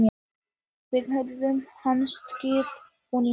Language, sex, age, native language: Icelandic, female, 18-19, Icelandic